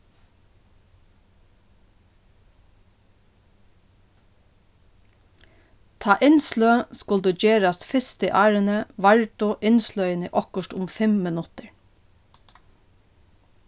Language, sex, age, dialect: Faroese, female, 36-60, Norðuroyggjar